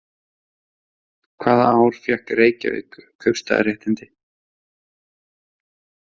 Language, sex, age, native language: Icelandic, male, 30-39, Icelandic